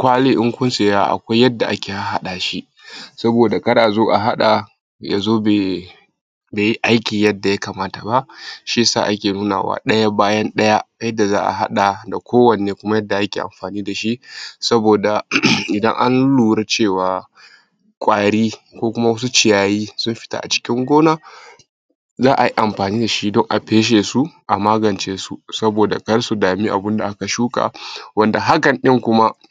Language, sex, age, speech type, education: Hausa, male, 30-45, spontaneous, primary